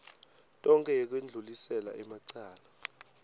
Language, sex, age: Swati, male, 18